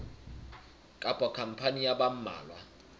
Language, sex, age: Southern Sotho, male, 23